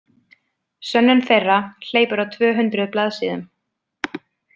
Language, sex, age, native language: Icelandic, female, 20-29, Icelandic